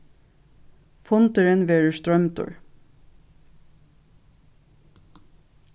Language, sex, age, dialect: Faroese, female, 36-60, Suðurstreymoy